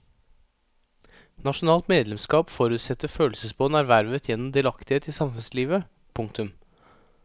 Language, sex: Norwegian, male